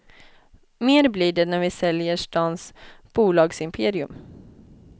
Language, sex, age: Swedish, female, 20